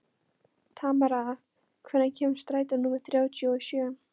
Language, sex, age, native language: Icelandic, female, 13, Polish